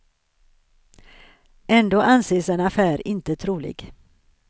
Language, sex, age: Swedish, female, 63